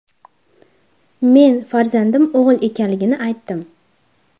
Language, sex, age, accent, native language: Uzbek, female, under 19, Farg'ona, Uzbek